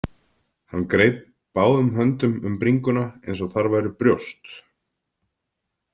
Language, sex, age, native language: Icelandic, male, 50-59, Icelandic